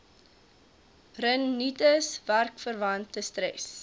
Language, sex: Afrikaans, female